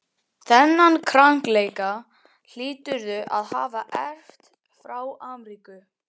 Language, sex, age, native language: Icelandic, male, 12, Icelandic